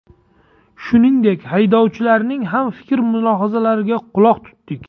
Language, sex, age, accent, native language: Uzbek, male, 35+, Jizzax, Uzbek